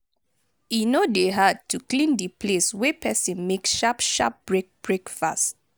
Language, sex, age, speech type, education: Nigerian Pidgin, female, 30-45, spontaneous, tertiary